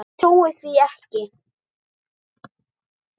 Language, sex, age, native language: Icelandic, female, 9, Icelandic